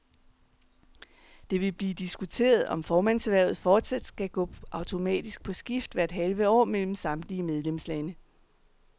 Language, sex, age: Danish, female, 39